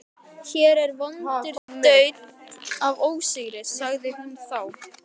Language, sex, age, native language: Icelandic, male, 12, Icelandic